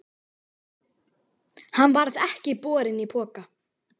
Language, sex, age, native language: Icelandic, female, 12, Icelandic